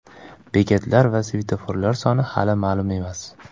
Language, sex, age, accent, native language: Uzbek, male, 19-29, Farg'ona, Uzbek